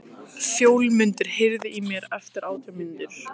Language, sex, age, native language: Icelandic, female, 15, Icelandic